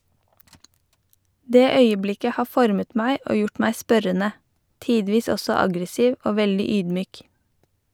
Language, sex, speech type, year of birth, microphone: Norwegian, female, read, 1988, Shure